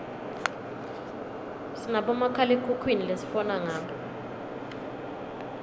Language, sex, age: Swati, female, 23